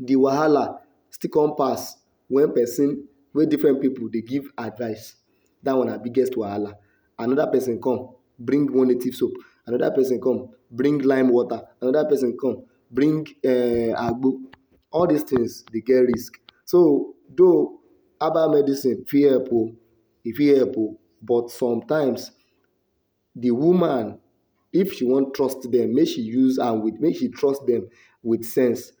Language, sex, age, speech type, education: Nigerian Pidgin, male, 60+, spontaneous, tertiary